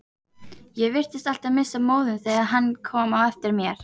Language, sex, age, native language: Icelandic, female, 18-19, Icelandic